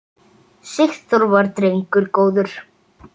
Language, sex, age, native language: Icelandic, male, 7, Icelandic